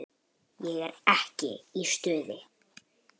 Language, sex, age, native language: Icelandic, female, 10, Icelandic